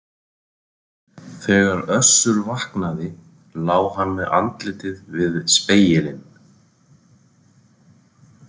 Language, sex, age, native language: Icelandic, male, 40-49, Icelandic